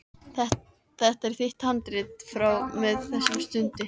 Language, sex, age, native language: Icelandic, female, 13, Icelandic